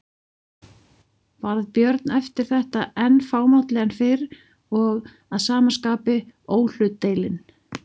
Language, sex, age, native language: Icelandic, female, 40-49, Icelandic